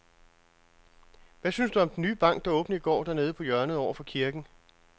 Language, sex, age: Danish, male, 42